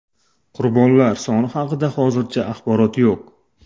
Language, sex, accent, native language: Uzbek, male, Toshkent shahri, Uzbek